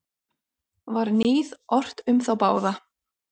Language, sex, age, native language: Icelandic, female, 30-39, Icelandic